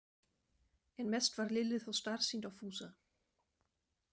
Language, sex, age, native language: Icelandic, female, 30-39, German